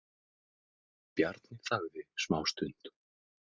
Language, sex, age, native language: Icelandic, male, 18-19, Icelandic